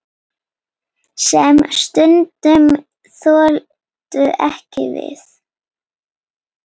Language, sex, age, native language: Icelandic, female, 8, Icelandic